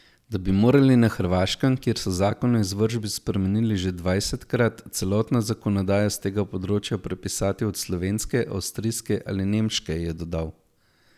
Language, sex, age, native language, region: Slovenian, male, 18-29, Slovenian, Zasavska region